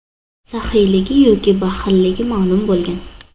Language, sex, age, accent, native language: Uzbek, female, under 19, Toshkent shahri, Uzbek